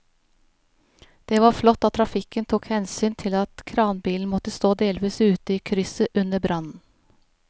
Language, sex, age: Norwegian, female, 41